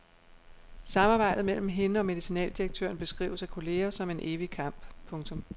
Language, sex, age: Danish, female, 36